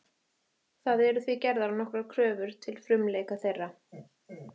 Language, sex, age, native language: Icelandic, female, 30-39, Icelandic